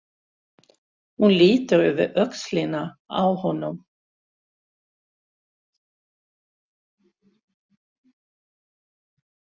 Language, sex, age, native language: Icelandic, female, 60-69, Swedish